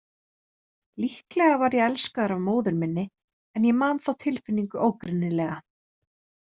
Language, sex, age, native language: Icelandic, female, 30-39, Icelandic